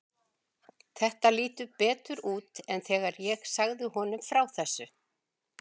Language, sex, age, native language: Icelandic, female, 60-69, Icelandic